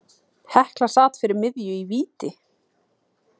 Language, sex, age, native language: Icelandic, female, 30-39, Icelandic